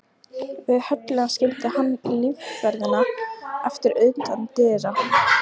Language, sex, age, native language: Icelandic, female, 12, Icelandic